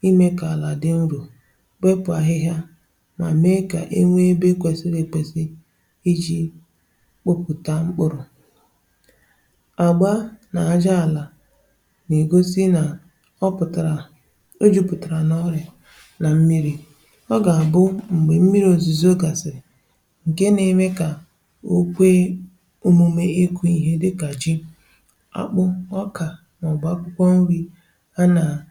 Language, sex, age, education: Igbo, female, 15-29, tertiary